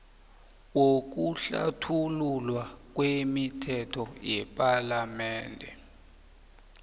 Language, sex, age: South Ndebele, male, 24